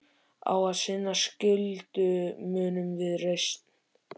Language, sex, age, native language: Icelandic, male, 13, Icelandic